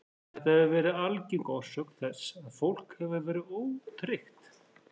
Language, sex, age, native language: Icelandic, female, 40-49, Icelandic